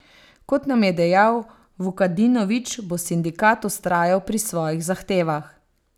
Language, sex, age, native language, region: Slovenian, female, 30-49, Slovenian, Savinja region